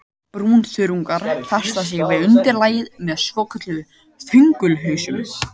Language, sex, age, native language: Icelandic, male, 18-19, Icelandic